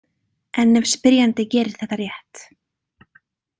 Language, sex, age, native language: Icelandic, female, 30-39, Icelandic